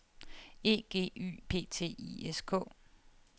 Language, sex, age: Danish, female, 30